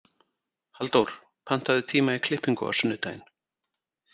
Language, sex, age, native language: Icelandic, male, 40-49, Icelandic